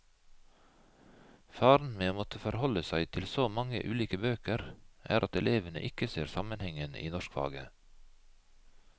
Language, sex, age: Norwegian, male, 51